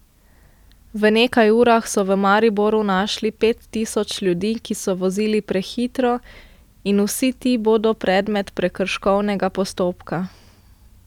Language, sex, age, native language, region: Slovenian, female, 18-29, Slovenian, Central Slovenia